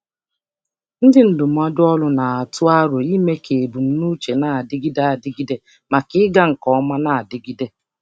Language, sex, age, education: Igbo, female, 30-45, tertiary